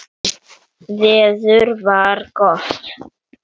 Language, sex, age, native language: Icelandic, male, 9, Icelandic